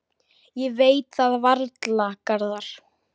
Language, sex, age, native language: Icelandic, male, 10, Icelandic